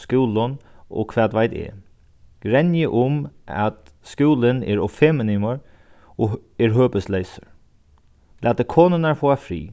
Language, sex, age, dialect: Faroese, male, 36-60, Sandoy